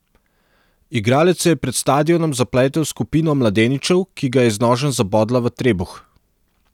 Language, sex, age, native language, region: Slovenian, male, 30-49, Serbian, Central Slovenia